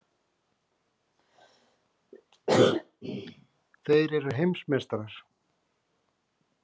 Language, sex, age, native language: Icelandic, male, 40-49, Icelandic